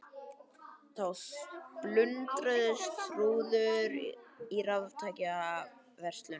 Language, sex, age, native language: Icelandic, male, 20-29, Icelandic